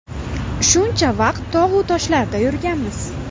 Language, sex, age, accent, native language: Uzbek, female, 18-24, Farg'ona, Uzbek